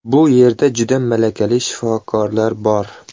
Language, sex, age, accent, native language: Uzbek, male, 25-34, Qoraqalpog'iston, Uzbek